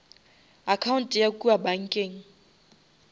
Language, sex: Northern Sotho, female